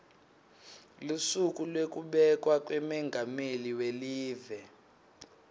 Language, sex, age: Swati, male, 19